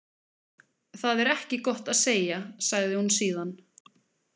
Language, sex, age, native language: Icelandic, female, 20-29, Icelandic